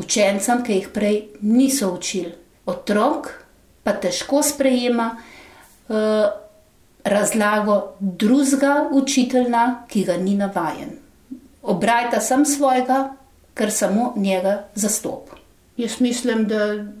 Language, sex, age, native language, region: Slovenian, female, 60+, Slovenian, Gorenjska region